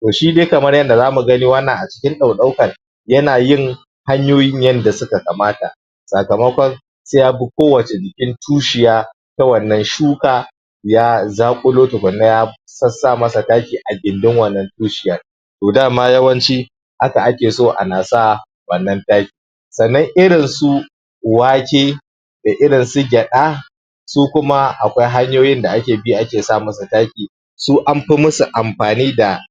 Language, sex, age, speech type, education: Hausa, male, 15-29, spontaneous, primary